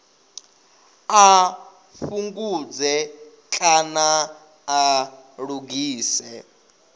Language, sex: Venda, male